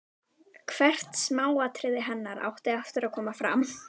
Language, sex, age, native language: Icelandic, female, 12, Icelandic